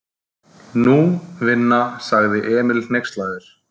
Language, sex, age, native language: Icelandic, male, 30-39, Icelandic